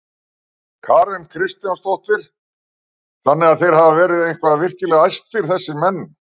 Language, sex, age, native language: Icelandic, male, 60-69, Icelandic